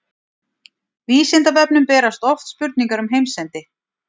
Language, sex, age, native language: Icelandic, female, 40-49, Icelandic